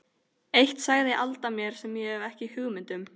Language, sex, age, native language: Icelandic, female, 13, Icelandic